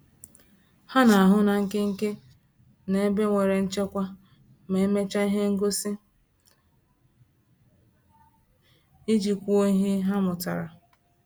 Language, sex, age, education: Igbo, female, 15-29, tertiary